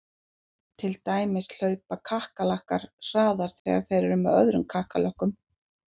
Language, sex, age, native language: Icelandic, female, 40-49, Icelandic